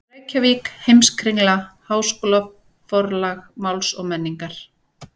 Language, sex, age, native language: Icelandic, female, 40-49, Icelandic